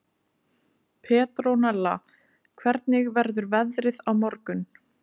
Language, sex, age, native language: Icelandic, female, 20-29, Icelandic